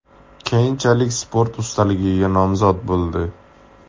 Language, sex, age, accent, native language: Uzbek, male, 18-24, Andijon, Uzbek